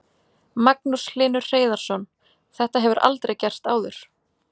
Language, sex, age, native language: Icelandic, female, 30-39, Icelandic